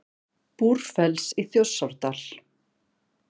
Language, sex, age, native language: Icelandic, female, 40-49, Icelandic